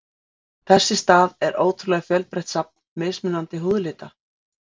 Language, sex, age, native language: Icelandic, female, 40-49, Icelandic